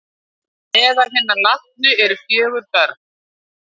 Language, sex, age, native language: Icelandic, female, 60-69, Icelandic